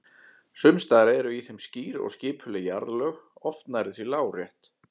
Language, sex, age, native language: Icelandic, male, 40-49, Icelandic